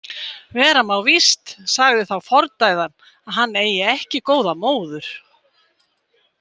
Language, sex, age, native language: Icelandic, female, 20-29, Icelandic